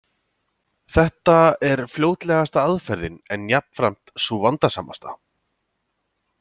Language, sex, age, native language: Icelandic, male, 30-39, Icelandic